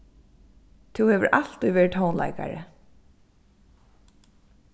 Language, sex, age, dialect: Faroese, female, 15-35, Suðurstreymoy